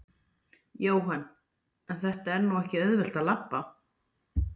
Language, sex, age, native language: Icelandic, female, 40-49, Icelandic